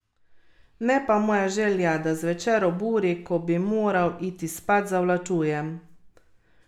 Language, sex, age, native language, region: Slovenian, female, 30-49, Slovenian, Carinthia region